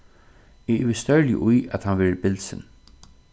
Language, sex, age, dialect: Faroese, male, 36-60, Suðurstreymoy